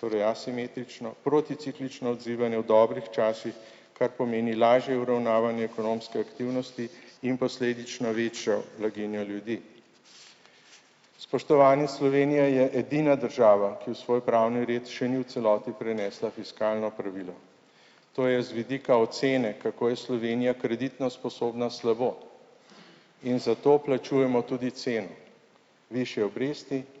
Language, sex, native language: Slovenian, male, Slovenian